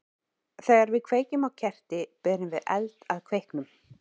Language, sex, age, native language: Icelandic, female, 40-49, Icelandic